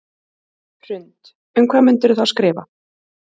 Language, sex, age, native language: Icelandic, female, 20-29, Icelandic